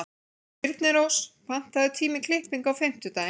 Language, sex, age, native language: Icelandic, female, 40-49, Icelandic